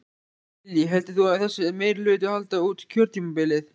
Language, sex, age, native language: Icelandic, male, 14, Icelandic